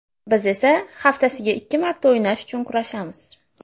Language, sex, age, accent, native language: Uzbek, female, under 19, Farg'ona, Uzbek